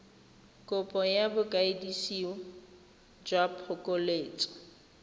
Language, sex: Tswana, female